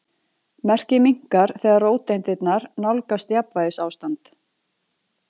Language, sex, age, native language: Icelandic, female, 40-49, Icelandic